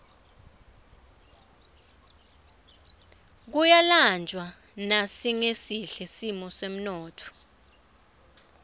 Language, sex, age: Swati, female, 24